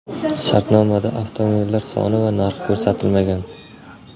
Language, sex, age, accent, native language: Uzbek, male, 18-24, Surxondaryo, Uzbek